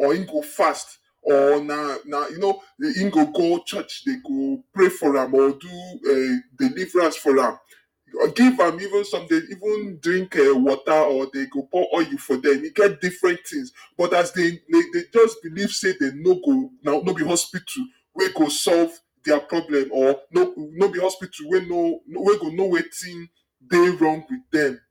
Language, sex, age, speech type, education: Nigerian Pidgin, male, 46-60, spontaneous, tertiary